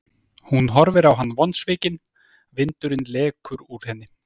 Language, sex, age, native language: Icelandic, male, 30-39, Icelandic